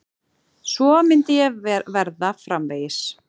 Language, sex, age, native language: Icelandic, female, 40-49, Icelandic